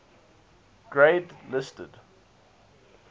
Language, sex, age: English, male, 19